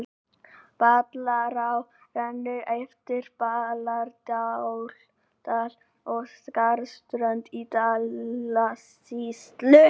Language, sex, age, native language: Icelandic, male, 18-19, Icelandic